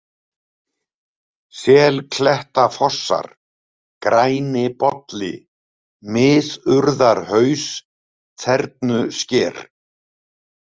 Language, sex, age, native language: Icelandic, male, 70-79, Icelandic